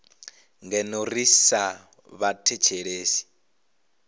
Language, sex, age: Venda, male, 25